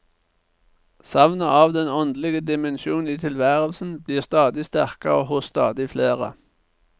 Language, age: Norwegian, 49